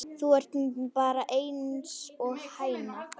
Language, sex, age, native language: Icelandic, female, 10, Icelandic